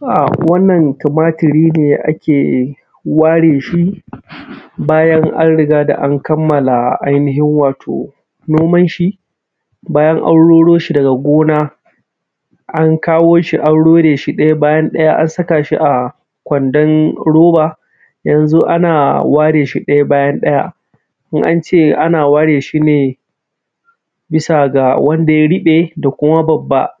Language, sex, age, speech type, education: Hausa, male, 15-29, spontaneous, primary